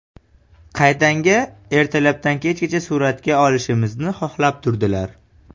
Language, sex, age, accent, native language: Uzbek, male, 18-24, Farg'ona, Uzbek